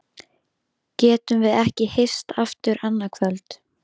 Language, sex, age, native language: Icelandic, female, 13, Icelandic